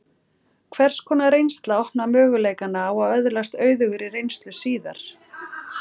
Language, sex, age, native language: Icelandic, female, 40-49, Icelandic